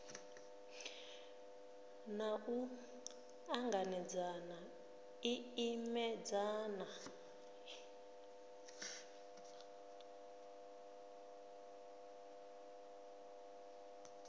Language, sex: Venda, female